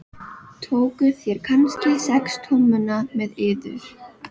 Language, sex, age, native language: Icelandic, female, 12, Filipino